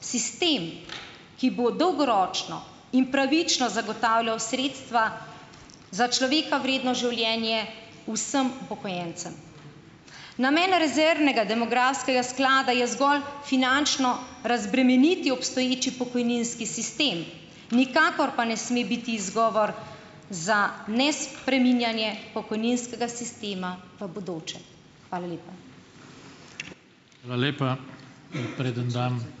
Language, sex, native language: Slovenian, female, Slovenian